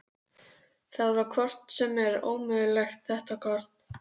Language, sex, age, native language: Icelandic, female, 12, Icelandic